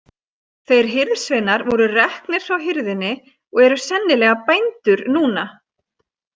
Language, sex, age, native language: Icelandic, female, 30-39, Icelandic